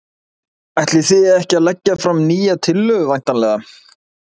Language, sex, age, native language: Icelandic, male, 20-29, Icelandic